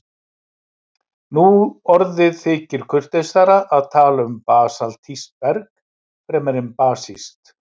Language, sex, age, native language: Icelandic, male, 60-69, Icelandic